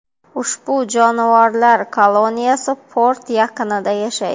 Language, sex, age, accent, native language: Uzbek, female, 25-34, Xorazm, Uzbek